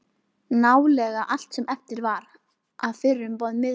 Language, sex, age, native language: Icelandic, female, 11, Icelandic